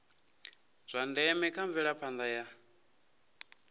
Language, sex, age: Venda, male, 27